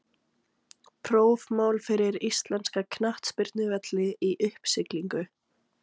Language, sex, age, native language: Icelandic, female, 18-19, Icelandic